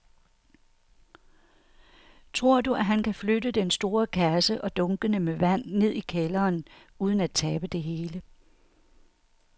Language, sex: Danish, female